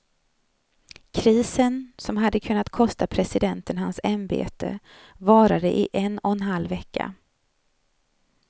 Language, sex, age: Swedish, female, 35